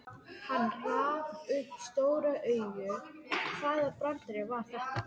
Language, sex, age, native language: Icelandic, female, 12, Icelandic